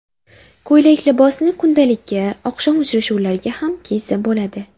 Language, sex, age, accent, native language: Uzbek, female, under 19, Jizzax, Uzbek